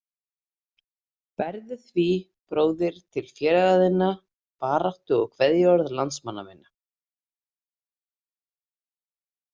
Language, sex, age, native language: Icelandic, female, 30-39, Icelandic